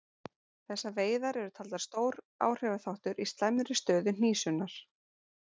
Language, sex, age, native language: Icelandic, female, 40-49, Icelandic